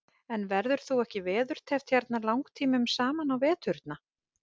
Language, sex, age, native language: Icelandic, female, 50-59, Icelandic